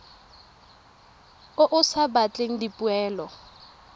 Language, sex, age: Tswana, female, 23